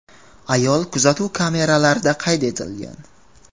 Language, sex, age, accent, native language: Uzbek, male, 18-24, Qashqadaryo, Uzbek